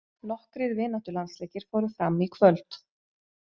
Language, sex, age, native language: Icelandic, female, 20-29, Icelandic